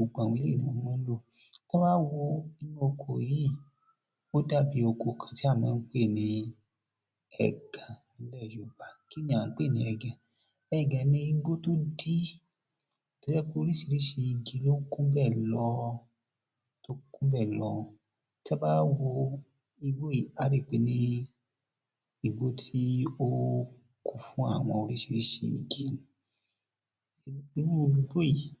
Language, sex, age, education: Yoruba, male, 30-45, tertiary